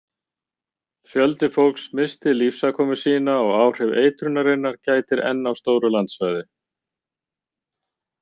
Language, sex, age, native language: Icelandic, male, 50-59, Icelandic